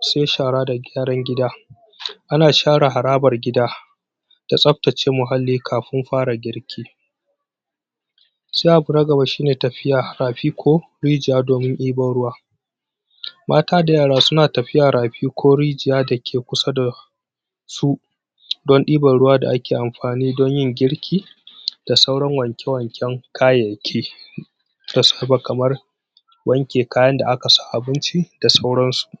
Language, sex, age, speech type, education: Hausa, male, 30-45, spontaneous, tertiary